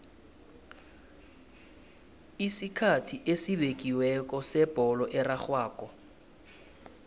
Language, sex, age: South Ndebele, male, 19